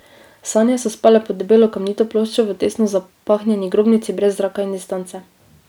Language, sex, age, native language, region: Slovenian, female, 18-29, Slovenian, Drava region